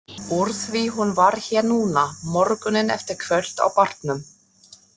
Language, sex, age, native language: Icelandic, female, 30-39, German